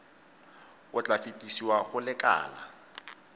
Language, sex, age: Tswana, male, 18